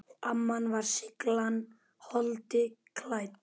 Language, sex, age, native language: Icelandic, female, 10, Icelandic